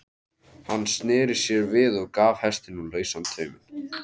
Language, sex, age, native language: Icelandic, male, 13, Icelandic